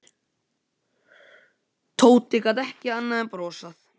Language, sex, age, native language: Icelandic, male, 15, Icelandic